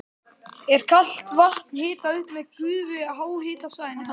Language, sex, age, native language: Icelandic, male, 12, Icelandic